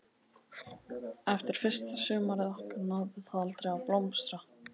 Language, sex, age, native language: Icelandic, male, 12, Icelandic